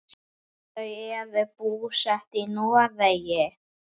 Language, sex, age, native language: Icelandic, male, 8, Icelandic